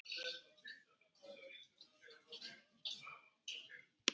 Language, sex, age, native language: Icelandic, male, 10, Icelandic